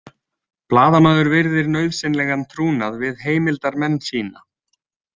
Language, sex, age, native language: Icelandic, male, 20-29, Icelandic